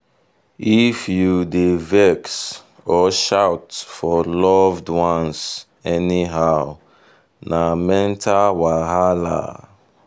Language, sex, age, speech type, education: Nigerian Pidgin, male, 15-29, spontaneous, tertiary